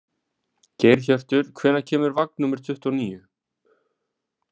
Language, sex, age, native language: Icelandic, male, 20-29, Icelandic